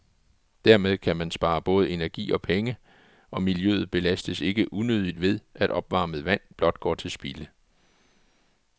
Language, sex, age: Danish, male, 44